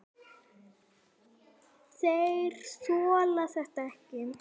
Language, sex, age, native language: Icelandic, female, 9, Icelandic